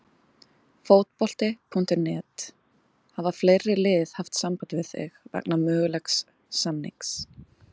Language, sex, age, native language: Icelandic, female, 20-29, Icelandic